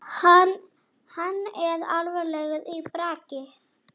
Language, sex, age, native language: Icelandic, female, 40-49, Icelandic